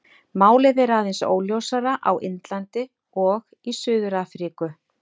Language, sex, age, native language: Icelandic, female, 60-69, Icelandic